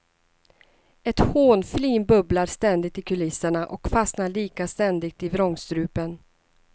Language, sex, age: Swedish, female, 39